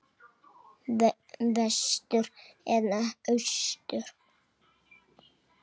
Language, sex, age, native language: Icelandic, male, 6, Icelandic